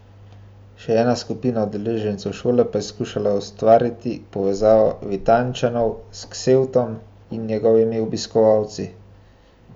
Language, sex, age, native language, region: Slovenian, male, 18-29, Slovenian, Central Slovenia